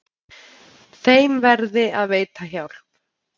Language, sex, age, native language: Icelandic, female, 30-39, Icelandic